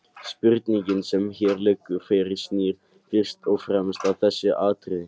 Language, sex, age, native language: Icelandic, male, 18-19, Icelandic